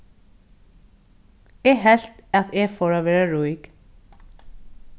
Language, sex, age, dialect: Faroese, female, 36-60, Norðurstreymoy/Eysturoy